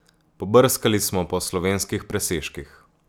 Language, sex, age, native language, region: Slovenian, male, 18-29, Slovenian, Gorica region